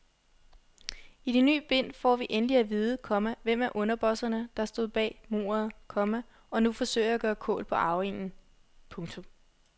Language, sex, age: Danish, female, 21